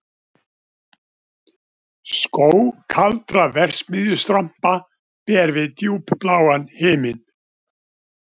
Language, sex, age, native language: Icelandic, male, 70-79, Icelandic